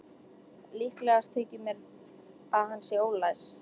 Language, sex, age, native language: Icelandic, female, 13, Icelandic